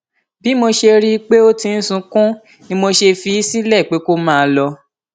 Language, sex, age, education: Yoruba, male, 15-29, tertiary